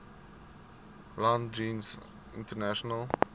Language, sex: Afrikaans, male